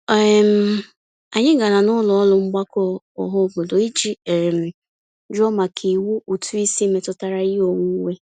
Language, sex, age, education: Igbo, female, 15-29, tertiary